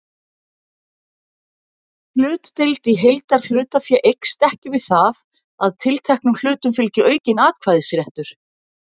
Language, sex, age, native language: Icelandic, female, 50-59, Icelandic